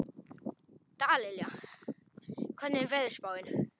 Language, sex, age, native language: Icelandic, male, 18-19, Polish